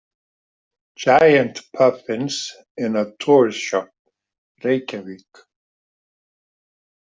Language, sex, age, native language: Icelandic, male, 50-59, Icelandic